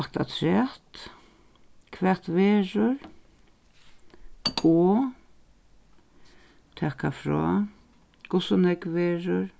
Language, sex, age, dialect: Faroese, female, 61+, Suðurstreymoy